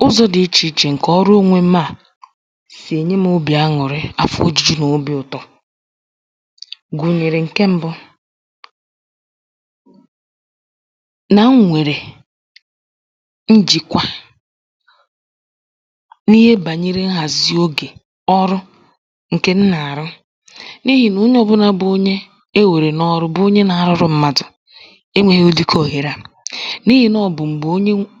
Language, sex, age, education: Igbo, female, 15-29, tertiary